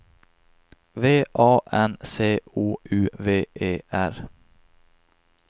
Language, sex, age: Swedish, male, 26